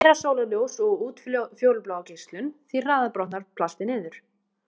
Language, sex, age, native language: Icelandic, female, 20-29, Icelandic